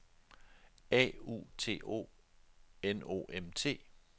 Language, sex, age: Danish, male, 42